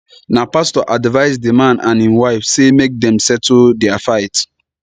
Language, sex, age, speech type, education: Nigerian Pidgin, male, 15-29, spontaneous, tertiary